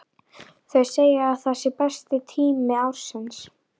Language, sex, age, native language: Icelandic, female, 11, Icelandic